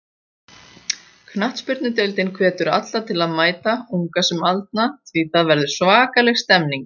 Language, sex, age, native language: Icelandic, female, 40-49, Icelandic